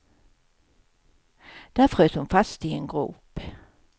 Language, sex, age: Swedish, female, 55